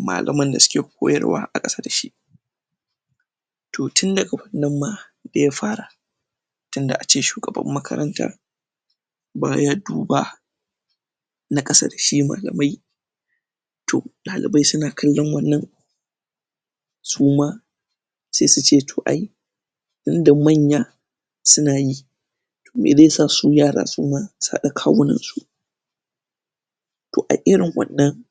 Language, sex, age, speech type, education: Hausa, male, 15-29, spontaneous, tertiary